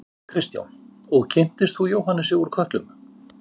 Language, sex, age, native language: Icelandic, male, 50-59, Icelandic